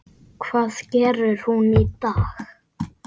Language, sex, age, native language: Icelandic, male, 8, Icelandic